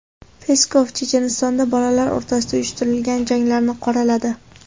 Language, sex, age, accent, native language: Uzbek, female, 18-24, Andijon, Uzbek